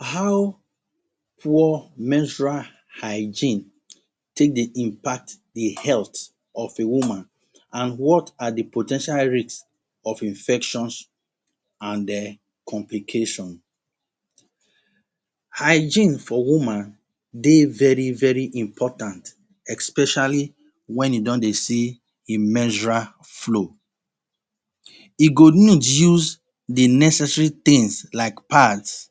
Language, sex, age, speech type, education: Nigerian Pidgin, male, 30-45, spontaneous, tertiary